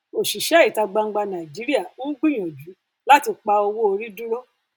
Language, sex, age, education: Yoruba, female, 30-45, tertiary